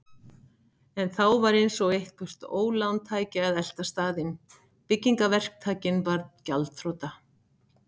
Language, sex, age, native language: Icelandic, female, 60-69, Icelandic